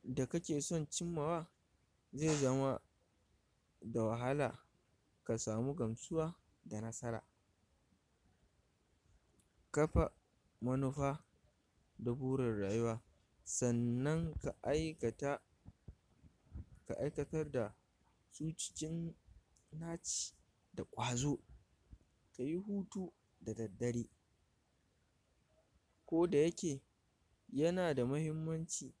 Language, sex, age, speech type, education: Hausa, male, 46-60, spontaneous, tertiary